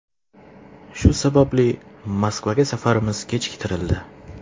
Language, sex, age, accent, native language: Uzbek, male, 25-34, Toshkent shahri, Uzbek